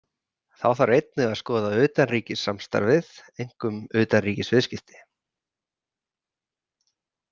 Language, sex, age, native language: Icelandic, male, 30-39, Icelandic